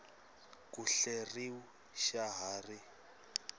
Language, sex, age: Tsonga, male, 26